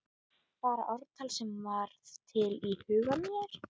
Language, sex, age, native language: Icelandic, female, 12, Icelandic